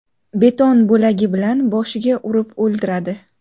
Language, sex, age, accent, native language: Uzbek, female, 18-24, Navoiy, Uzbek